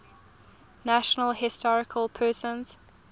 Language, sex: English, female